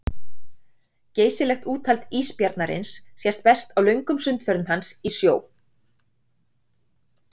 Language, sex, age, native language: Icelandic, female, 40-49, Icelandic